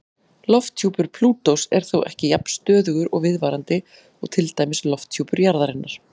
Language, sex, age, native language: Icelandic, female, 40-49, Icelandic